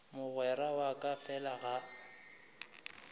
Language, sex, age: Northern Sotho, male, 25